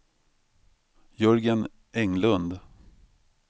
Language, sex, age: Swedish, male, 45